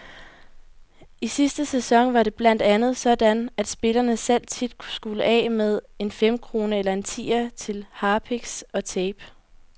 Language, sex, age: Danish, female, 18